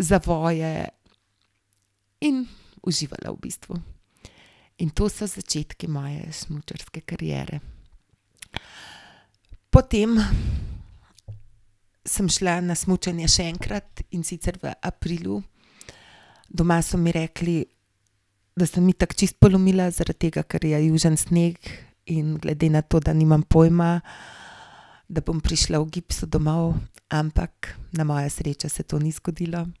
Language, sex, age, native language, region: Slovenian, female, 50-59, Slovenian, Gorenjska region